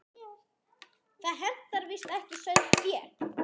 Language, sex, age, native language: Icelandic, female, 10, Icelandic